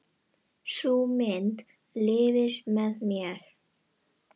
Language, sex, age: Icelandic, female, 10